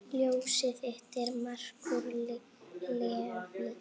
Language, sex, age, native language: Icelandic, female, 8, Icelandic